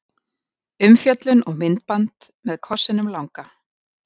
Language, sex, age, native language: Icelandic, female, 40-49, Icelandic